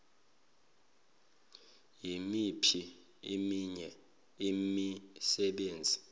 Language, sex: Zulu, male